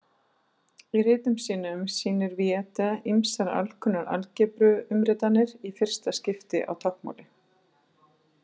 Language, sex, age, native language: Icelandic, female, 40-49, Icelandic